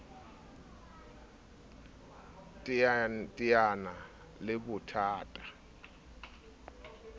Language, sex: Southern Sotho, male